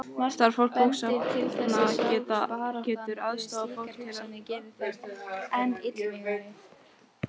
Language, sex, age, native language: Icelandic, female, 18-19, Icelandic